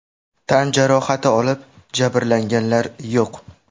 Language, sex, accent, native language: Uzbek, male, Samarqand, Uzbek